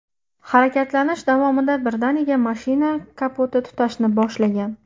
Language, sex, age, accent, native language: Uzbek, female, 18-24, Namangan, Uzbek